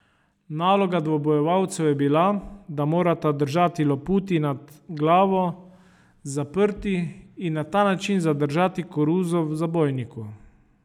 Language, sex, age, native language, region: Slovenian, male, 30-49, Slovenian, Savinja region